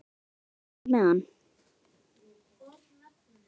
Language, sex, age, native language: Icelandic, female, 10, Icelandic